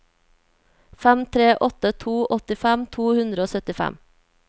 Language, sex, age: Norwegian, female, 24